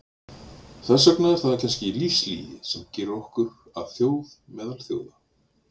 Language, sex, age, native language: Icelandic, male, 40-49, Icelandic